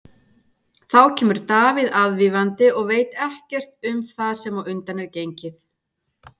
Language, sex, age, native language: Icelandic, female, 40-49, Icelandic